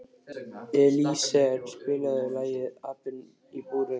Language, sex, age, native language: Icelandic, male, 13, Icelandic